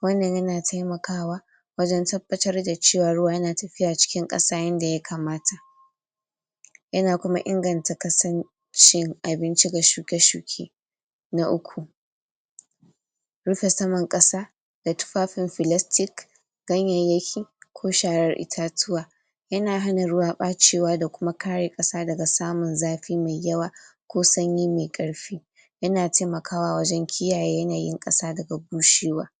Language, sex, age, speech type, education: Hausa, female, 46-60, spontaneous, tertiary